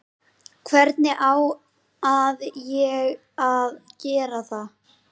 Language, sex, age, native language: Icelandic, female, 11, Icelandic